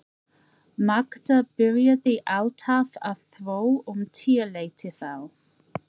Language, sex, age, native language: Icelandic, female, 40-49, English